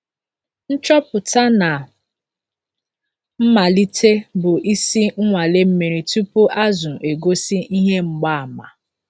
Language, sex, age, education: Igbo, female, 30-45, tertiary